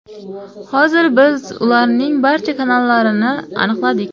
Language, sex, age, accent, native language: Uzbek, female, 18-24, Samarqand, Uzbek